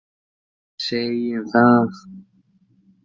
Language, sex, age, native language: Icelandic, male, 20-29, Icelandic